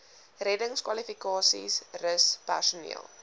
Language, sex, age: Afrikaans, female, 19